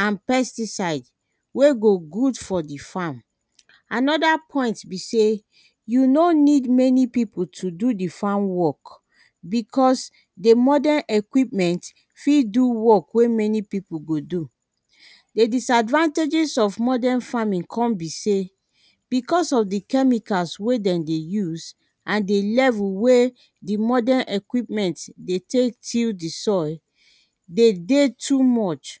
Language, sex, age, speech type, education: Nigerian Pidgin, female, 30-45, spontaneous, secondary